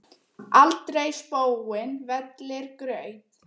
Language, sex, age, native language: Icelandic, female, 9, Icelandic